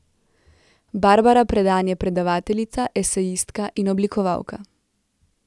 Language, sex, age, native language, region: Slovenian, female, 18-29, Slovenian, Central Slovenia